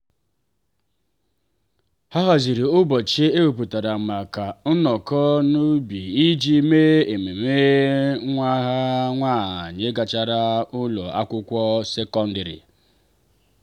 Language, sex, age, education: Igbo, male, 30-45, tertiary